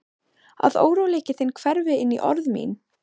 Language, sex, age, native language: Icelandic, female, 14, Icelandic